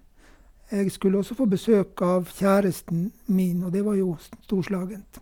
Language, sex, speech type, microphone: Norwegian, male, spontaneous, Sennheiser